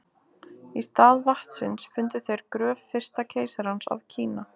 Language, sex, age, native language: Icelandic, female, 20-29, Icelandic